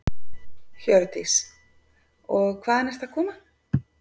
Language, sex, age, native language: Icelandic, female, 50-59, Icelandic